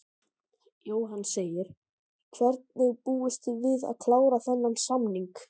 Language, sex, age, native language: Icelandic, male, 13, Icelandic